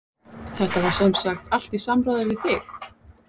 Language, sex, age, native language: Icelandic, female, 30-39, Icelandic